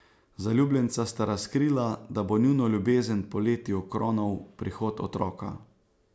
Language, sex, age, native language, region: Slovenian, male, 30-49, Slovenian, Savinja region